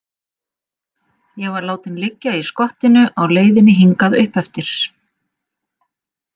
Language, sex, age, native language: Icelandic, female, 50-59, Icelandic